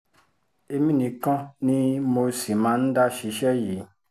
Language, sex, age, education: Yoruba, female, 30-45, tertiary